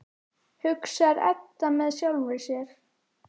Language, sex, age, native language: Icelandic, female, 10, Icelandic